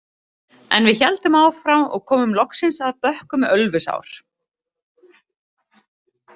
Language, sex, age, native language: Icelandic, female, 30-39, Icelandic